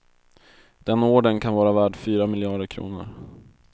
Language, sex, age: Swedish, male, 22